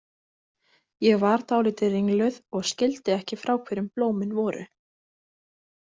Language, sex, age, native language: Icelandic, female, 20-29, Icelandic